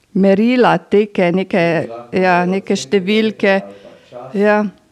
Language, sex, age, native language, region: Slovenian, female, 50-59, Slovenian, Drava region